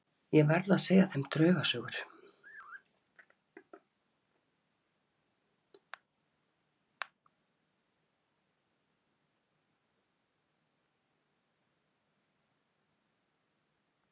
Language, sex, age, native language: Icelandic, female, 40-49, Icelandic